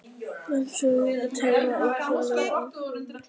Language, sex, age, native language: Icelandic, female, 50-59, Icelandic